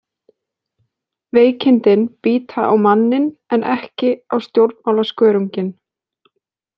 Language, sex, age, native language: Icelandic, female, 20-29, Icelandic